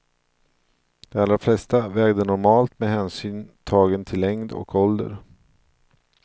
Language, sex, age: Swedish, male, 42